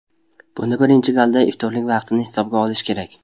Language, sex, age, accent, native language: Uzbek, male, 19-29, Buxoro, Uzbek